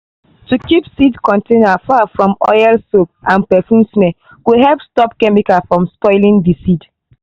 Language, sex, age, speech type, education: Nigerian Pidgin, female, 15-29, spontaneous, tertiary